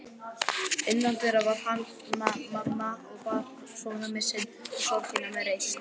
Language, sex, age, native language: Icelandic, male, 11, Icelandic